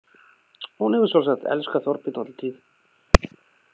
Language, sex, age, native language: Icelandic, male, 30-39, Icelandic